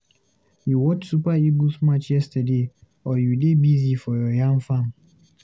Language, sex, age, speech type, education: Nigerian Pidgin, male, 15-29, read, tertiary